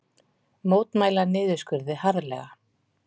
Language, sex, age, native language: Icelandic, female, 40-49, Icelandic